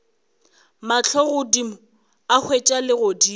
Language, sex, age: Northern Sotho, female, 21